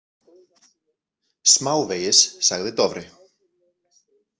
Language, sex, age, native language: Icelandic, male, 40-49, Icelandic